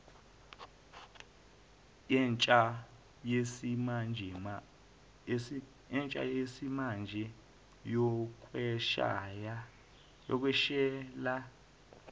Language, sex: Zulu, male